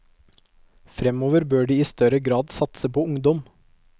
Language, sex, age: Norwegian, male, 22